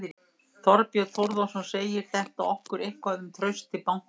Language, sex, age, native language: Icelandic, female, 60-69, Icelandic